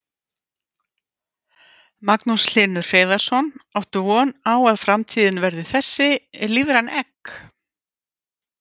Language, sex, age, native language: Icelandic, female, 50-59, Icelandic